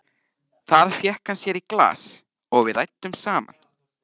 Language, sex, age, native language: Icelandic, male, 13, Icelandic